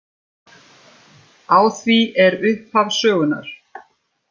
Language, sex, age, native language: Icelandic, female, 50-59, Icelandic